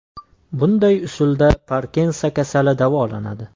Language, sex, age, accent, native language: Uzbek, male, 18-24, Andijon, Uzbek